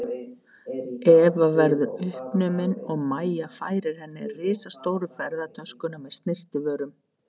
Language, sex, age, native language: Icelandic, female, 50-59, Icelandic